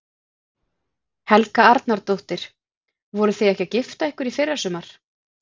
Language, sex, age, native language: Icelandic, female, 40-49, Icelandic